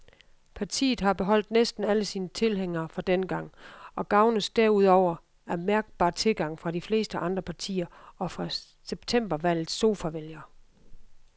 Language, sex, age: Danish, female, 52